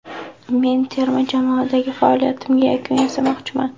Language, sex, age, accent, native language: Uzbek, female, 18-24, Andijon, Uzbek